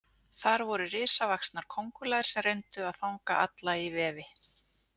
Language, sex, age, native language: Icelandic, female, 40-49, Icelandic